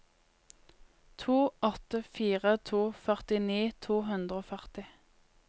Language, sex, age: Norwegian, female, 20